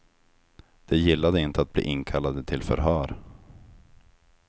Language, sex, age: Swedish, male, 25